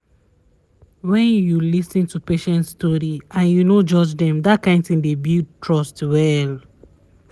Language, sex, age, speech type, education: Nigerian Pidgin, female, 15-29, spontaneous, tertiary